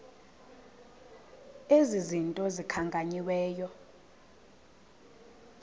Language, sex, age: Xhosa, female, 26